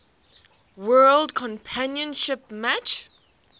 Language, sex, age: English, female, 18